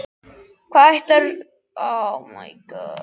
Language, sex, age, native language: Icelandic, other, 12, Icelandic